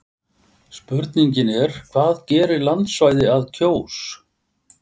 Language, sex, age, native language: Icelandic, male, 60-69, Icelandic